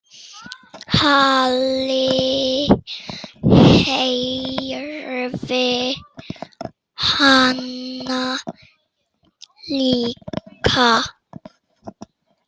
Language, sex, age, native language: Icelandic, male, 6, Icelandic